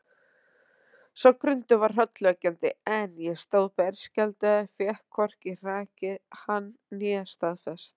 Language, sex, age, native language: Icelandic, female, 30-39, Icelandic